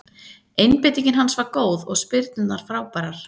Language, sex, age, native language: Icelandic, female, 30-39, Icelandic